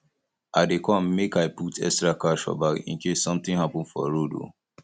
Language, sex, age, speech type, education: Nigerian Pidgin, male, 15-29, spontaneous, tertiary